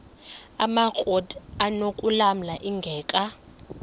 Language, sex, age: Xhosa, female, 23